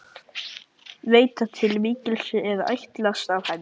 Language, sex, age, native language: Icelandic, male, 11, Icelandic